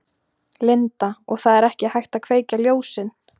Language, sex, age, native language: Icelandic, female, 20-29, Icelandic